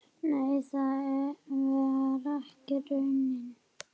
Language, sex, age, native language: Icelandic, female, 8, Icelandic